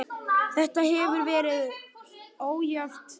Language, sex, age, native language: Icelandic, male, 10, Icelandic